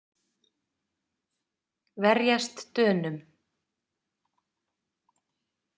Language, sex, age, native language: Icelandic, female, 30-39, Icelandic